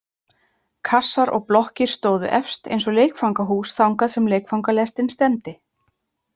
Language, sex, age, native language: Icelandic, female, 30-39, Icelandic